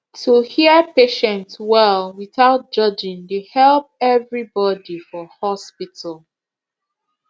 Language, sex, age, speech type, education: Nigerian Pidgin, female, 15-29, spontaneous, tertiary